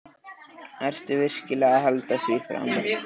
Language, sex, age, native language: Icelandic, male, 13, Icelandic